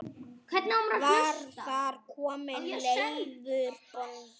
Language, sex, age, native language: Icelandic, male, 9, Icelandic